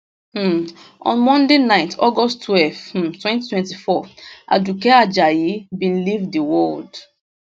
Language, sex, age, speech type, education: Nigerian Pidgin, female, 15-29, spontaneous, tertiary